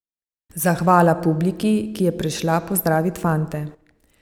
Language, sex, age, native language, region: Slovenian, female, 50-59, Slovenian, Savinja region